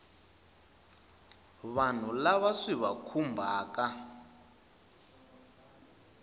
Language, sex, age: Tsonga, male, 20